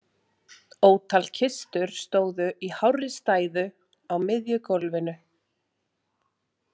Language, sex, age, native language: Icelandic, female, 30-39, Icelandic